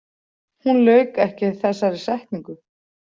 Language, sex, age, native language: Icelandic, female, 40-49, Icelandic